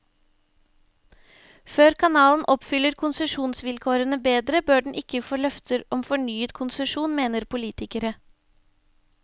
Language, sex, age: Norwegian, female, 25